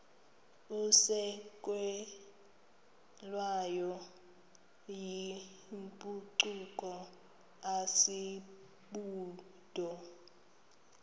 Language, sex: Xhosa, female